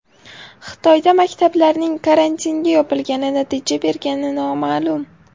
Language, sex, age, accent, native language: Uzbek, female, 18-24, Farg'ona, Uzbek